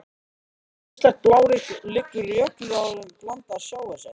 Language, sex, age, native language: Icelandic, male, 13, Icelandic